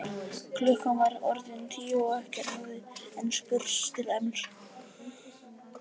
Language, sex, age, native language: Icelandic, female, 50-59, Icelandic